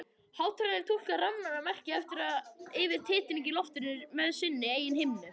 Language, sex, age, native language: Icelandic, male, 21, Icelandic